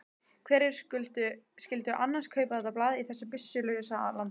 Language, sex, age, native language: Icelandic, female, 15, Icelandic